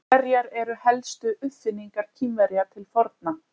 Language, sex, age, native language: Icelandic, female, 30-39, Icelandic